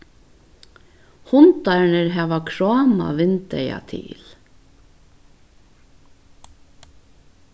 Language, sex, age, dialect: Faroese, female, 61+, Vágar